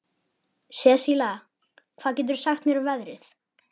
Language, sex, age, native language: Icelandic, male, 11, Icelandic